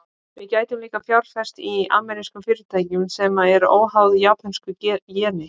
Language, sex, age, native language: Icelandic, female, 20-29, Icelandic